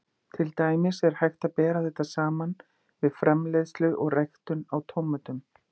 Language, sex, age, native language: Icelandic, female, 50-59, Icelandic